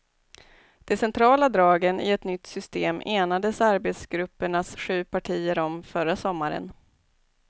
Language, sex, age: Swedish, female, 29